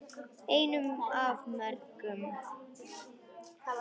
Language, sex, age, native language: Icelandic, female, 10, Icelandic